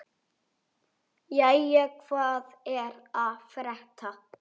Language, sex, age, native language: Icelandic, male, 8, Icelandic